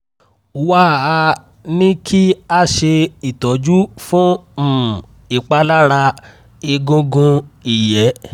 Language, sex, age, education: Yoruba, male, 15-29, tertiary